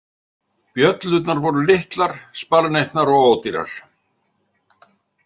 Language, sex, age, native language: Icelandic, male, 70-79, Icelandic